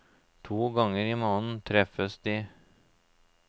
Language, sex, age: Norwegian, male, 34